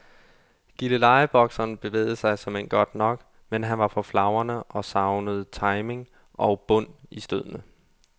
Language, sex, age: Danish, male, 32